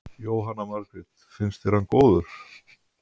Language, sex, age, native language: Icelandic, male, 50-59, Icelandic